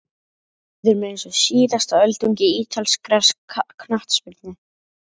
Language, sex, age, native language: Icelandic, male, 11, Icelandic